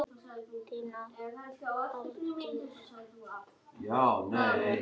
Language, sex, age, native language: Icelandic, other, 9, Icelandic